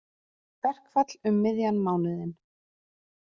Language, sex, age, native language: Icelandic, female, 30-39, Icelandic